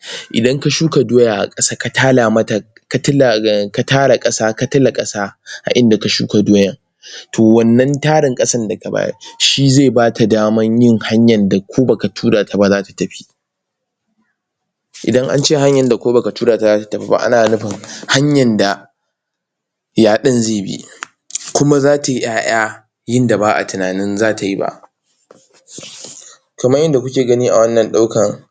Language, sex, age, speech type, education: Hausa, male, 15-29, spontaneous, tertiary